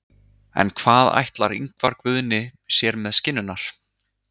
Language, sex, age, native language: Icelandic, male, 30-39, Icelandic